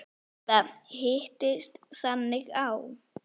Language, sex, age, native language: Icelandic, female, 9, Icelandic